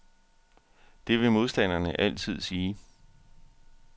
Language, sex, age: Danish, male, 41